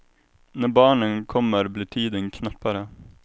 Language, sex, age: Swedish, male, 21